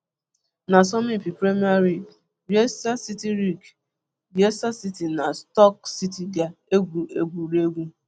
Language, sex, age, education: Igbo, female, 30-45, tertiary